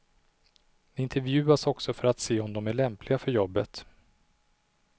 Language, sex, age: Swedish, male, 37